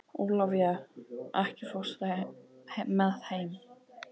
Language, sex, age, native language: Icelandic, male, 12, Icelandic